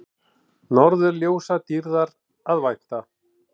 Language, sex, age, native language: Icelandic, male, 40-49, Icelandic